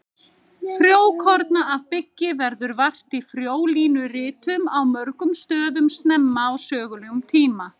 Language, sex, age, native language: Icelandic, female, 30-39, Icelandic